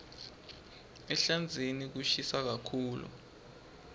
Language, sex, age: Swati, male, 20